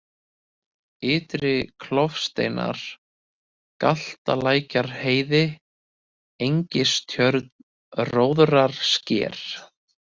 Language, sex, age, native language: Icelandic, male, 30-39, Icelandic